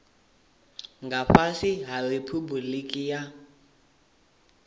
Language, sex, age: Venda, male, 18